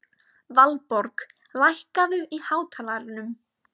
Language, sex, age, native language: Icelandic, female, 20-29, Icelandic